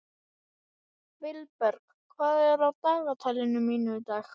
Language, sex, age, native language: Icelandic, male, 11, Icelandic